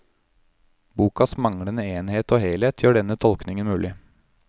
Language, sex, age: Norwegian, male, 31